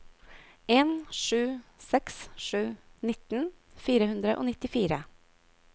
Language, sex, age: Norwegian, female, 22